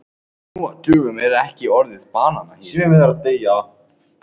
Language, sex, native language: Icelandic, other, Icelandic